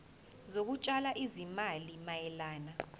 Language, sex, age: Zulu, female, 20